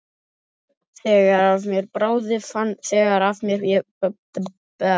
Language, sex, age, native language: Icelandic, male, 11, Icelandic